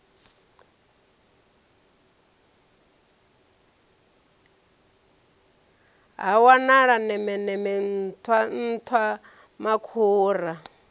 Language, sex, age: Venda, female, 34